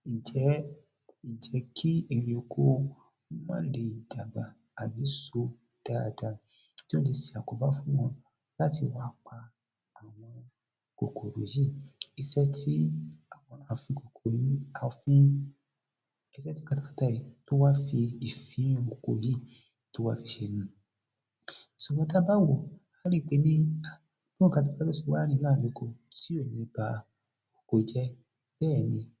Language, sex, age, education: Yoruba, male, 30-45, tertiary